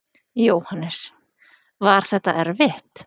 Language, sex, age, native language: Icelandic, female, 40-49, Icelandic